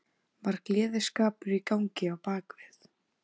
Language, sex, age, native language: Icelandic, female, 14, Icelandic